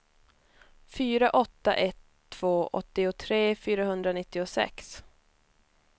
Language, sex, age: Swedish, female, 21